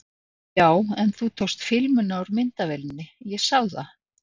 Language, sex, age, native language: Icelandic, female, 60-69, Icelandic